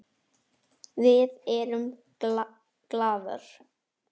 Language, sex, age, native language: Icelandic, male, 9, Icelandic